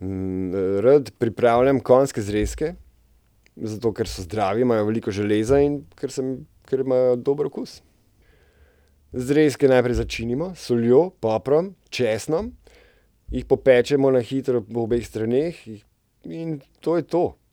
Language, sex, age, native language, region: Slovenian, male, 30-49, Slovenian, Central Slovenia